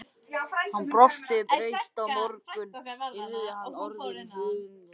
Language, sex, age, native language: Icelandic, male, 11, Icelandic